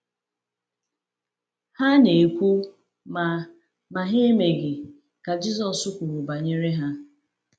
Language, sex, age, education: Igbo, female, 30-45, tertiary